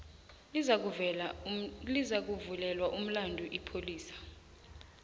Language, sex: South Ndebele, female